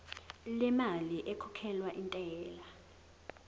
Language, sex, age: Zulu, female, 18